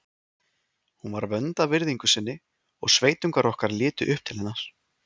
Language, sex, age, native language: Icelandic, male, 20-29, Icelandic